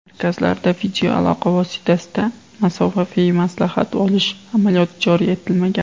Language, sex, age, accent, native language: Uzbek, male, 18-24, Andijon, Uzbek